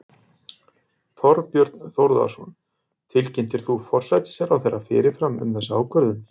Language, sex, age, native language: Icelandic, male, 40-49, Icelandic